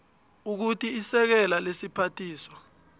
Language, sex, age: South Ndebele, male, 29